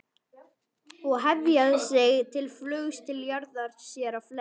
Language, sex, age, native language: Icelandic, male, 11, Icelandic